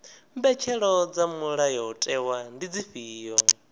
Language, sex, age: Venda, male, 19